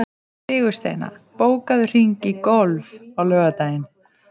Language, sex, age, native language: Icelandic, female, 30-39, Icelandic